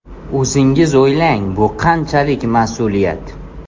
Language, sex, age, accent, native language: Uzbek, male, 18-24, Toshkent shahri, Uzbek